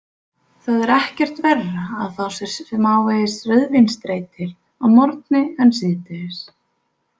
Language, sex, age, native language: Icelandic, female, 20-29, Icelandic